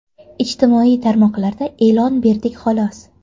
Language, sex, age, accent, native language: Uzbek, female, 18-24, Toshkent shahri, Uzbek